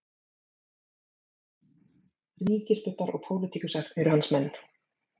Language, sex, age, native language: Icelandic, female, 30-39, Icelandic